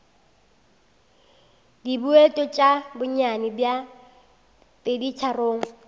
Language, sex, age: Northern Sotho, female, 19